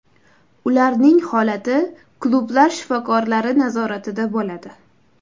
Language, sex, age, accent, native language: Uzbek, female, 18-24, Toshkent shahri, Uzbek